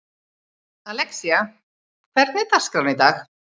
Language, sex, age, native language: Icelandic, female, 30-39, Icelandic